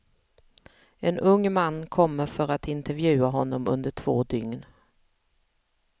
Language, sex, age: Swedish, female, 45